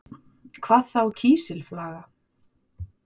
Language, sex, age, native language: Icelandic, female, 40-49, Icelandic